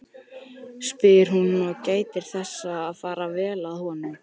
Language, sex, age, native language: Icelandic, male, 13, Icelandic